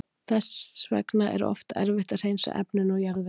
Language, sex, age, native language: Icelandic, female, 40-49, Icelandic